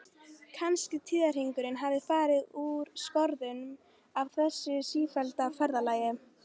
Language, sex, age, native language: Icelandic, female, 13, Icelandic